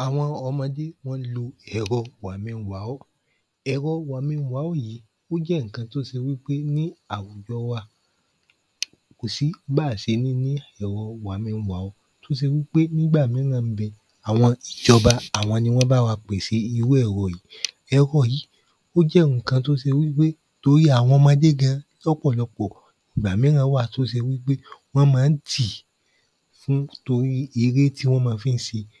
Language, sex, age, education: Yoruba, male, 15-29, tertiary